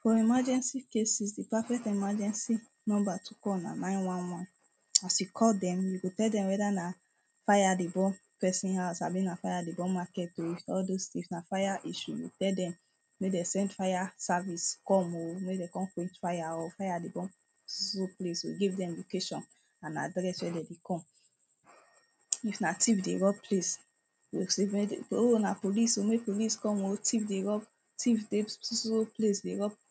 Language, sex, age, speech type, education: Nigerian Pidgin, female, 15-29, spontaneous, tertiary